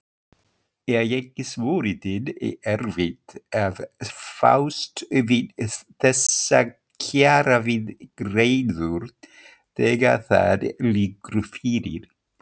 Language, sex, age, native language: Icelandic, male, 50-59, Icelandic